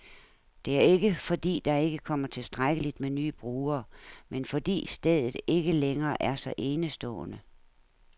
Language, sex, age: Danish, female, 69